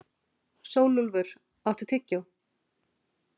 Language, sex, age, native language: Icelandic, female, 40-49, Icelandic